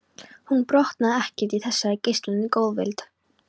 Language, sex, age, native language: Icelandic, female, 13, Polish